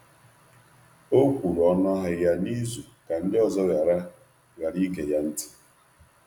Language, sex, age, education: Igbo, male, 30-45, tertiary